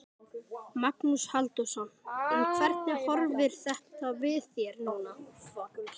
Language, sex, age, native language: Icelandic, male, 12, Icelandic